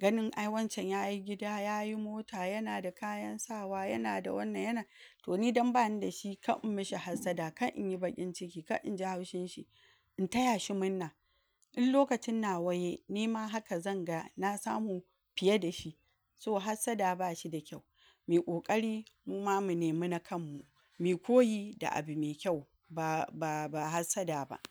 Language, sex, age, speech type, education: Hausa, female, 46-60, spontaneous, tertiary